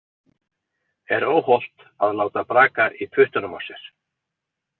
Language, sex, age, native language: Icelandic, male, 40-49, Icelandic